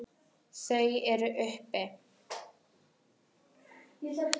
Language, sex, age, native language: Icelandic, female, 10, Icelandic